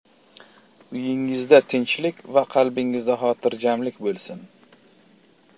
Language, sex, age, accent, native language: Uzbek, male, 25-34, Sirdaryo, Uzbek